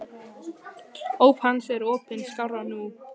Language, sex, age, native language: Icelandic, male, 11, Icelandic